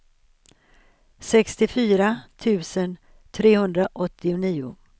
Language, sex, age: Swedish, female, 63